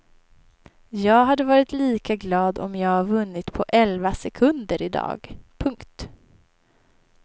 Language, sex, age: Swedish, female, 23